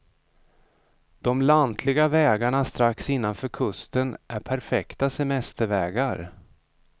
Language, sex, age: Swedish, male, 35